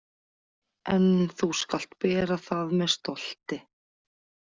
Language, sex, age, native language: Icelandic, female, 40-49, Icelandic